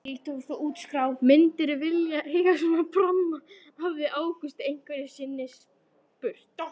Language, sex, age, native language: Icelandic, female, 13, Icelandic